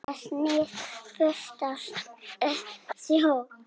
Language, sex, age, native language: Icelandic, female, 6, Icelandic